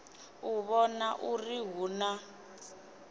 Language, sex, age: Venda, female, 24